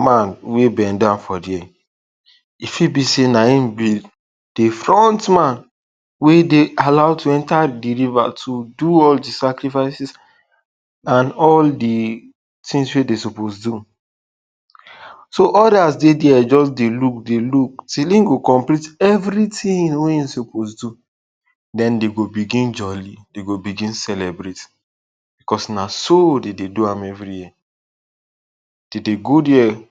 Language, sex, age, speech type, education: Nigerian Pidgin, male, 15-29, spontaneous, tertiary